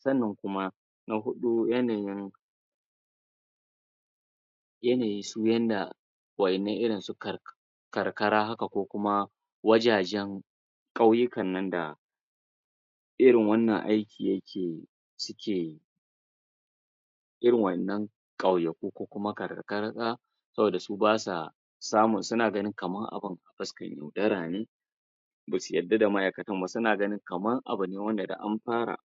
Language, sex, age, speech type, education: Hausa, male, 30-45, spontaneous, tertiary